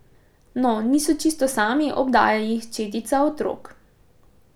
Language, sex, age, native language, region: Slovenian, female, 18-29, Slovenian, Pomurje region